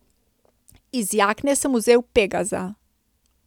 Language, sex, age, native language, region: Slovenian, female, 30-49, Slovenian, Coastal Karst region